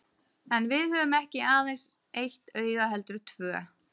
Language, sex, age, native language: Icelandic, female, 30-39, Icelandic